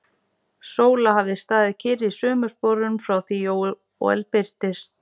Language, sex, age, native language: Icelandic, female, 40-49, Icelandic